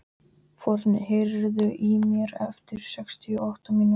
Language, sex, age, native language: Icelandic, male, 12, Icelandic